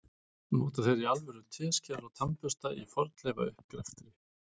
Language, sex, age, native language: Icelandic, male, 40-49, Icelandic